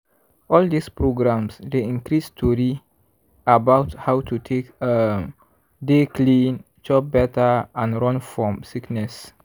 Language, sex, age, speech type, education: Nigerian Pidgin, male, 15-29, spontaneous, tertiary